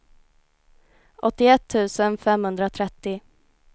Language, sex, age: Swedish, female, 19